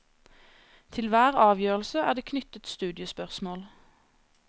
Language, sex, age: Norwegian, female, 26